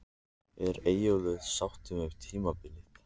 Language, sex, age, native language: Icelandic, male, 14, Icelandic